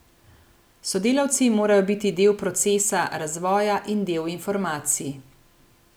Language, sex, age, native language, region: Slovenian, female, 30-49, Slovenian, Gorenjska region